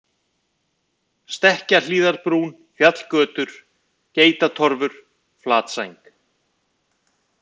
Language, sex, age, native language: Icelandic, male, 50-59, Icelandic